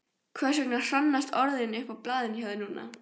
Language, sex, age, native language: Icelandic, female, 14, Icelandic